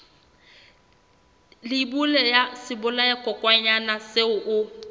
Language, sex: Southern Sotho, female